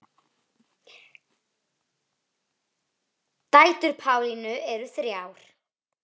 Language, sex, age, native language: Icelandic, female, 9, Icelandic